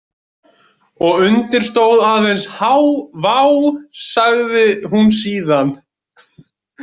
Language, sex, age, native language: Icelandic, male, 20-29, Icelandic